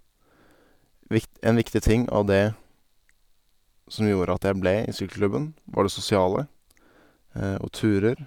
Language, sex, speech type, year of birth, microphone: Norwegian, male, spontaneous, 1990, Sennheiser